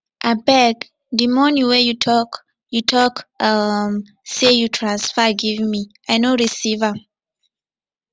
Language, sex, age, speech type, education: Nigerian Pidgin, female, 15-29, spontaneous, tertiary